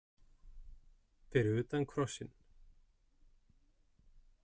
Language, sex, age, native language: Icelandic, male, 40-49, Icelandic